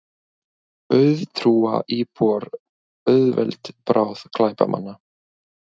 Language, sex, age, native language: Icelandic, male, 20-29, Icelandic